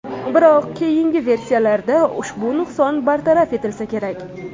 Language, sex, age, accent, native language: Uzbek, female, 18-24, Toshkent shahri, Uzbek